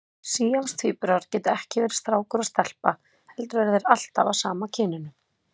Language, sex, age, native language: Icelandic, female, 30-39, Icelandic